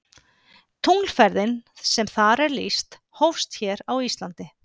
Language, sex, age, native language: Icelandic, female, 50-59, Icelandic